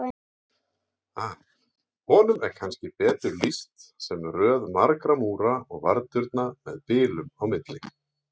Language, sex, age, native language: Icelandic, male, 40-49, Icelandic